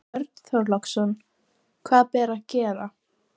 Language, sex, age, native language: Icelandic, female, 14, Icelandic